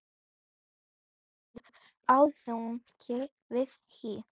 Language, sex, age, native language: Icelandic, female, 10, Icelandic